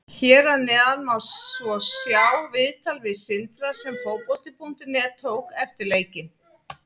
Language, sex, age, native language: Icelandic, female, 50-59, Icelandic